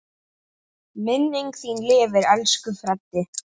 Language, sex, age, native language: Icelandic, male, 8, Icelandic